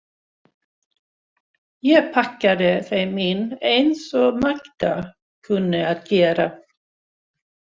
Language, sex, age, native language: Icelandic, female, 60-69, Swedish